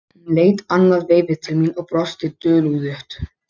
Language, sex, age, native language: Icelandic, male, 12, Polish